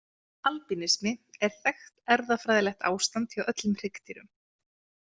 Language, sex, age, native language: Icelandic, female, 30-39, Icelandic